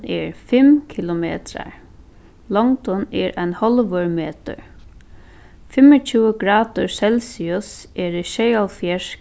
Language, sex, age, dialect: Faroese, female, 15-35, Suðuroy